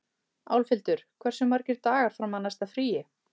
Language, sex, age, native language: Icelandic, male, 30-39, Icelandic